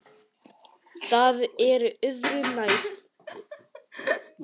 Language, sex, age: Icelandic, male, 9